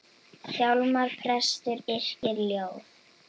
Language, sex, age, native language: Icelandic, female, 10, Icelandic